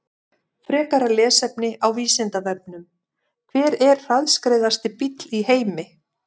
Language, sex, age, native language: Icelandic, female, 50-59, Icelandic